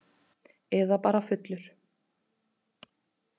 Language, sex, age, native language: Icelandic, female, 30-39, Icelandic